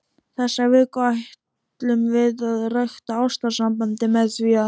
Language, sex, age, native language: Icelandic, male, 12, Icelandic